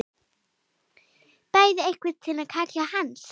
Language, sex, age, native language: Icelandic, female, 9, Icelandic